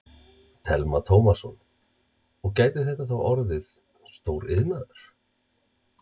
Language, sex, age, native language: Icelandic, male, 30-39, Icelandic